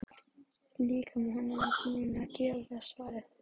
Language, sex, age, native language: Icelandic, female, 12, Icelandic